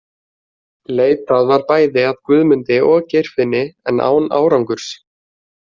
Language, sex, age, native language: Icelandic, male, 20-29, Icelandic